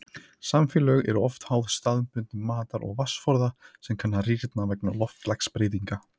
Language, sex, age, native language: Icelandic, male, 30-39, Icelandic